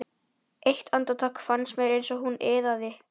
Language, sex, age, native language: Icelandic, male, 11, Icelandic